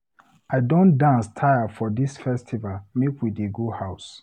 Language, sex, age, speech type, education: Nigerian Pidgin, male, 30-45, read, tertiary